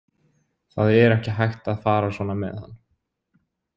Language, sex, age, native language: Icelandic, male, 20-29, Icelandic